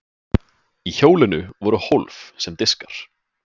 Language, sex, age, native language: Icelandic, male, 20-29, Icelandic